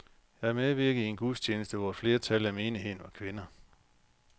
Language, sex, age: Danish, male, 45